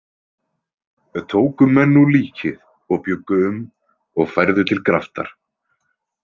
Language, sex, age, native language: Icelandic, male, 20-29, Icelandic